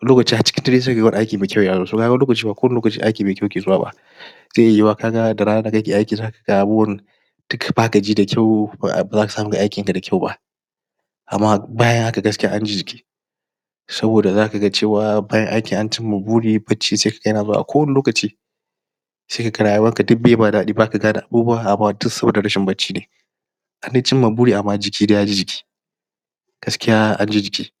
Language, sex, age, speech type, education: Hausa, male, 30-45, spontaneous, primary